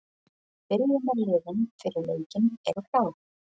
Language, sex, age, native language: Icelandic, female, 20-29, Icelandic